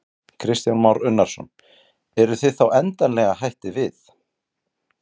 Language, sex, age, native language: Icelandic, male, 40-49, Icelandic